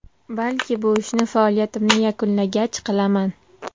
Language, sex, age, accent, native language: Uzbek, female, 18-24, Namangan, Uzbek